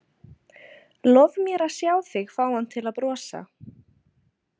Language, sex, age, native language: Icelandic, female, 20-29, Icelandic